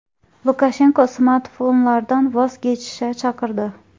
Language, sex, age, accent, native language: Uzbek, female, 18-24, Xorazm, Uzbek